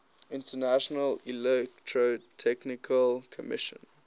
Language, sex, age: English, male, 19